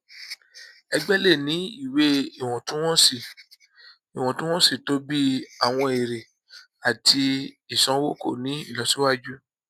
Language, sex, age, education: Yoruba, male, 30-45, tertiary